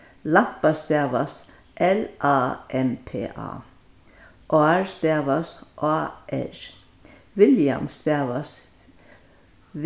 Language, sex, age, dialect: Faroese, female, 61+, Vágar